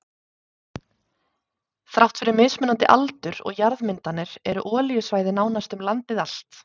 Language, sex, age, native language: Icelandic, female, 30-39, Icelandic